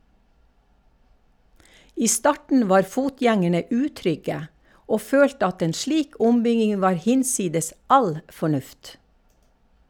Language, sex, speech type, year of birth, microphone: Norwegian, female, read, 1952, Shure